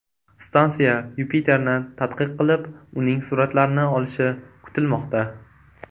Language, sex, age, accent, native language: Uzbek, male, 18-24, Toshkent viloyati, Uzbek